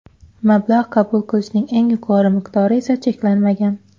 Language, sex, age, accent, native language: Uzbek, female, 19-29, Xorazm, Uzbek